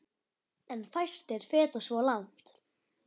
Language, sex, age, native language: Icelandic, female, 10, Icelandic